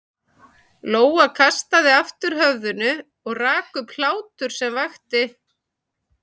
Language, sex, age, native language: Icelandic, male, 11, Icelandic